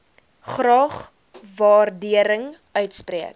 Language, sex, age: Afrikaans, female, 19